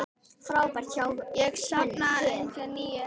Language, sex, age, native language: Icelandic, female, 10, Icelandic